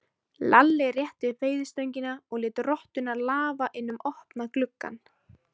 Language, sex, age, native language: Icelandic, female, 20-29, Icelandic